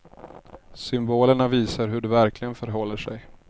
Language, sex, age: Swedish, male, 30